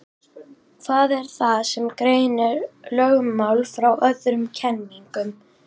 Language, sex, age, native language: Icelandic, female, 18-19, Icelandic